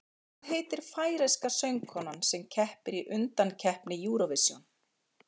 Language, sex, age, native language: Icelandic, female, 40-49, Icelandic